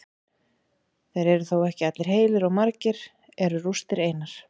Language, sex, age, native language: Icelandic, female, 40-49, Icelandic